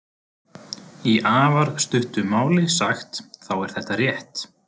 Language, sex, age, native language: Icelandic, male, 20-29, Icelandic